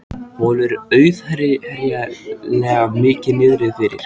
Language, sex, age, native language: Icelandic, male, 14, Icelandic